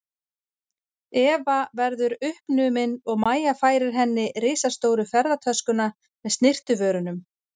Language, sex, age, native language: Icelandic, female, 40-49, Icelandic